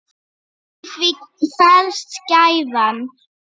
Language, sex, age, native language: Icelandic, female, 8, Icelandic